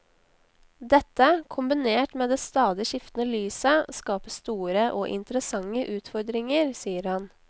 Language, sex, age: Norwegian, female, 19